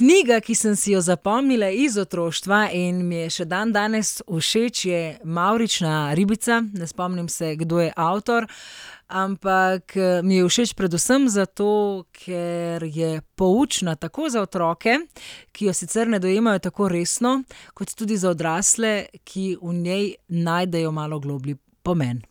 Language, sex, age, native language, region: Slovenian, female, 30-49, Slovenian, Central Slovenia